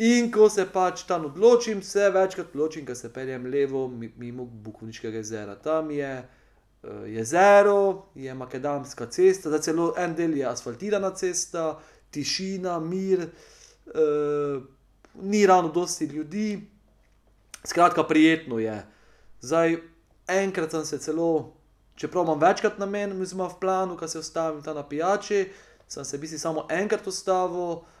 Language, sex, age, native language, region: Slovenian, male, 30-49, Slovenian, Pomurje region